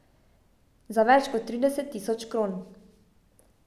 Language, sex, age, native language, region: Slovenian, female, 18-29, Slovenian, Savinja region